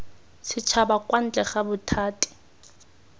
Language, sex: Tswana, female